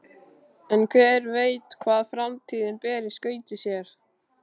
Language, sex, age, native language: Icelandic, male, 13, Icelandic